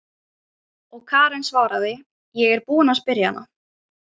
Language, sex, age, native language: Icelandic, female, 40-49, Ukrainian